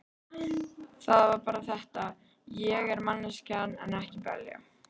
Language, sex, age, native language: Icelandic, female, 13, Icelandic